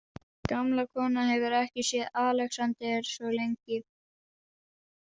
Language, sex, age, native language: Icelandic, female, 40-49, Danish